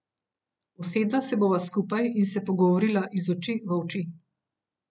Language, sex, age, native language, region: Slovenian, female, 30-49, Slovenian, Gorenjska region